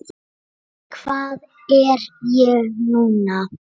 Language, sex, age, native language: Icelandic, male, 7, Icelandic